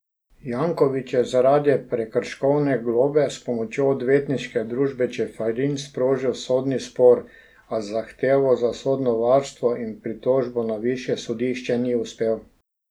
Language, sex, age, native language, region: Slovenian, male, 60+, Slovenian, Drava region